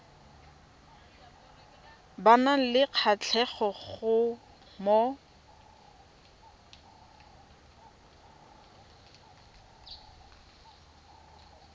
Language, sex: Tswana, female